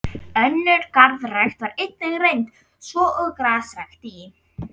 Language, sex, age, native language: Icelandic, female, 11, Icelandic